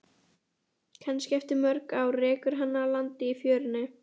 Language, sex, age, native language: Icelandic, female, 11, Icelandic